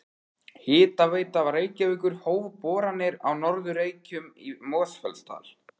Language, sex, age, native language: Icelandic, male, 13, Icelandic